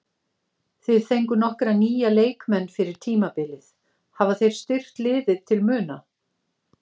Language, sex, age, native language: Icelandic, female, 50-59, Icelandic